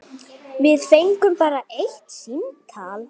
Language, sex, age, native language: Icelandic, female, 9, Icelandic